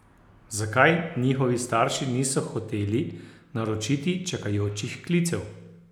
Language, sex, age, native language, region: Slovenian, male, 60+, Slovenian, Posavska region